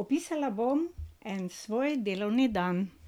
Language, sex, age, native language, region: Slovenian, female, 60+, Slovenian, Drava region